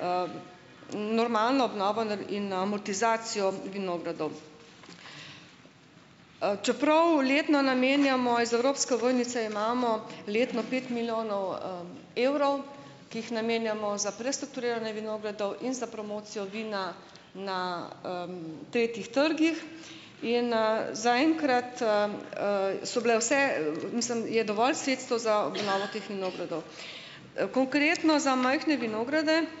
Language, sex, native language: Slovenian, female, Slovenian